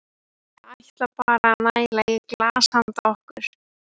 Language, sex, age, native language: Icelandic, female, 12, Icelandic